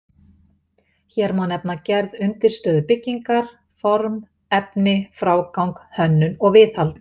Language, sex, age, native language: Icelandic, female, 50-59, Icelandic